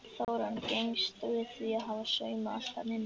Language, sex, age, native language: Icelandic, male, 11, Icelandic